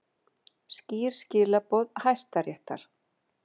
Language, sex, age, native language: Icelandic, female, 50-59, Icelandic